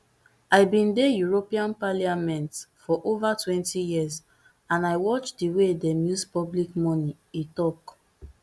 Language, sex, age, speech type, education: Nigerian Pidgin, female, 15-29, spontaneous, tertiary